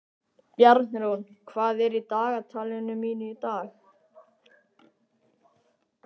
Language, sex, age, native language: Icelandic, male, 18-19, Icelandic